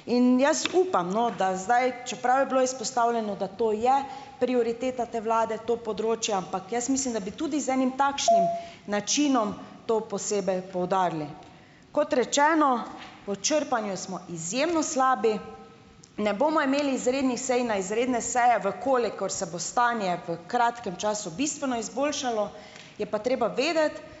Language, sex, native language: Slovenian, female, Slovenian